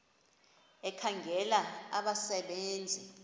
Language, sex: Xhosa, female